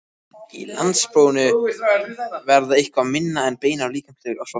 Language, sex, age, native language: Icelandic, male, 14, Icelandic